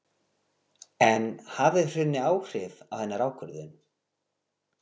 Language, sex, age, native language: Icelandic, male, 40-49, Portuguese